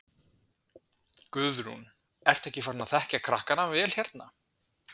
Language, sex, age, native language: Icelandic, male, 20-29, Icelandic